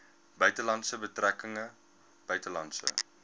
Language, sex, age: Afrikaans, male, 22